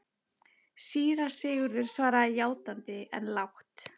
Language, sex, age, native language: Icelandic, male, 11, Icelandic